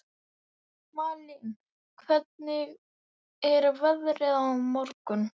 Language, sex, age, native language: Icelandic, male, 11, Icelandic